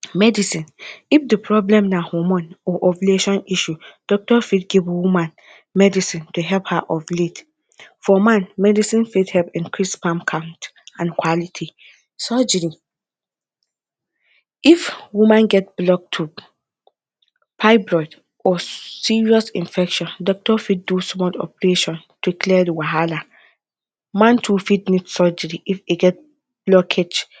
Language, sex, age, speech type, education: Nigerian Pidgin, female, 15-29, spontaneous, tertiary